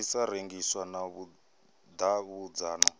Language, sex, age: Venda, male, 37